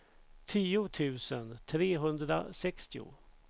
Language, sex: Swedish, male